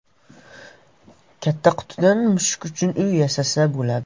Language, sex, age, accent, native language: Uzbek, male, under 19, Toshkent shahri, Uzbek